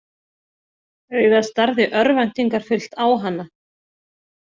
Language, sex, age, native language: Icelandic, female, 40-49, Icelandic